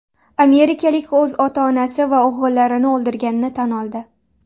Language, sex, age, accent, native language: Uzbek, female, 19-29, Namangan, Uzbek